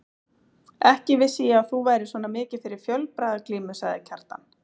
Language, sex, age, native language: Icelandic, female, 30-39, Icelandic